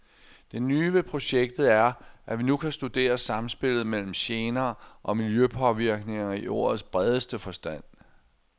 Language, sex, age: Danish, male, 60